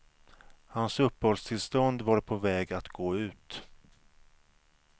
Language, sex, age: Swedish, male, 37